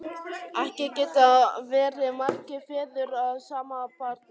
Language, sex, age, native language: Icelandic, male, 11, Icelandic